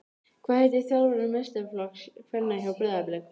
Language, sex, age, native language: Icelandic, female, 13, Icelandic